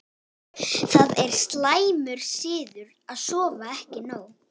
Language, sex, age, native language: Icelandic, female, 18-19, Icelandic